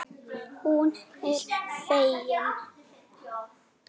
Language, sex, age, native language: Icelandic, female, 7, Icelandic